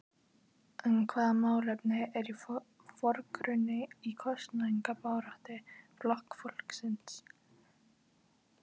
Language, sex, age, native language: Icelandic, female, 12, Icelandic